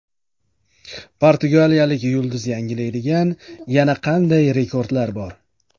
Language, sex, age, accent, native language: Uzbek, male, 25-34, Jizzax, Uzbek